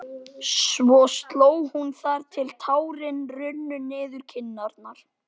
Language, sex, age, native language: Icelandic, male, 12, Icelandic